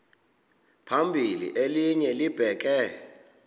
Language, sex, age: Xhosa, male, 26